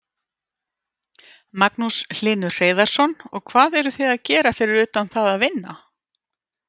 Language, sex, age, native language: Icelandic, female, 50-59, Icelandic